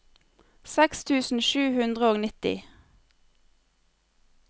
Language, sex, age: Norwegian, female, 23